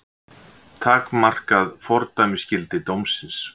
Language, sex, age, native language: Icelandic, male, 60-69, Icelandic